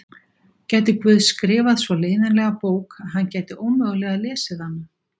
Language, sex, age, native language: Icelandic, female, 60-69, Icelandic